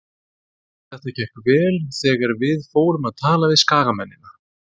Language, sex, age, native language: Icelandic, male, 30-39, Icelandic